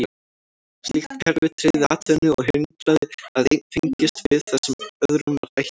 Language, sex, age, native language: Icelandic, female, 18-19, Icelandic